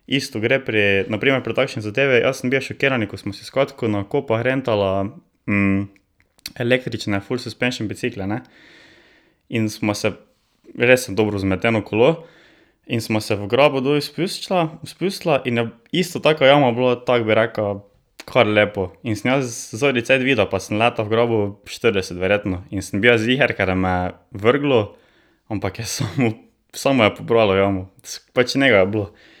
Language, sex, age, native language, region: Slovenian, male, 18-29, Slovenian, Drava region